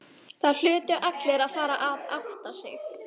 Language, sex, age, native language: Icelandic, female, 13, Icelandic